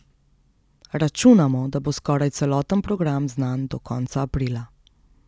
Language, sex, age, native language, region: Slovenian, female, 30-49, Slovenian, Central Slovenia